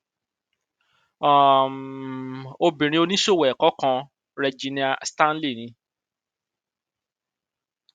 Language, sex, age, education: Yoruba, male, 30-45, tertiary